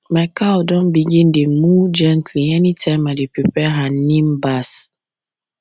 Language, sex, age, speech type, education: Nigerian Pidgin, female, 15-29, spontaneous, secondary